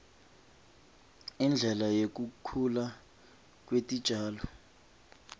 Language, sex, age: Swati, male, 25